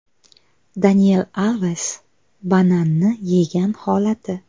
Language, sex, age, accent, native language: Uzbek, female, 19-29, Buxoro, Uzbek